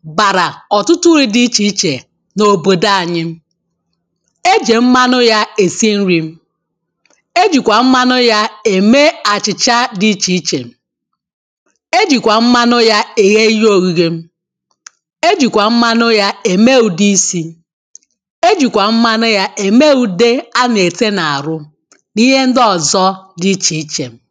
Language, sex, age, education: Igbo, female, 15-29, tertiary